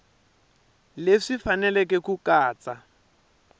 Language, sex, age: Tsonga, male, 23